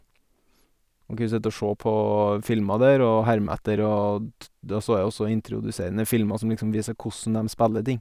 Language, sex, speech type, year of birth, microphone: Norwegian, male, spontaneous, 1989, Sennheiser